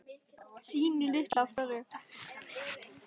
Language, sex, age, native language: Icelandic, male, 10, Icelandic